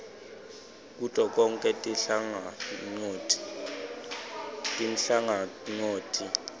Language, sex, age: Swati, male, 20